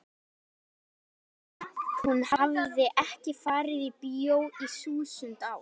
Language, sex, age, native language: Icelandic, male, 18-19, Icelandic